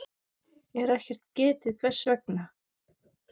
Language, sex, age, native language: Icelandic, female, 9, Icelandic